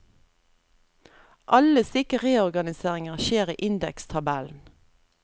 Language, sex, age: Norwegian, female, 32